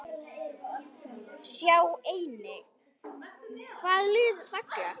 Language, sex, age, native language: Icelandic, male, 10, Icelandic